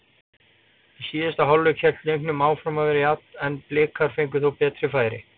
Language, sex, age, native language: Icelandic, male, 40-49, Icelandic